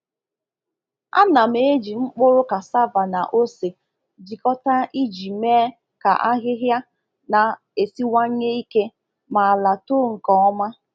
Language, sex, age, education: Igbo, female, 15-29, tertiary